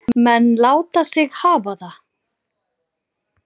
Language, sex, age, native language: Icelandic, female, 40-49, Icelandic